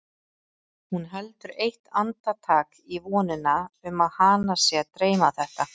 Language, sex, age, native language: Icelandic, female, 30-39, Icelandic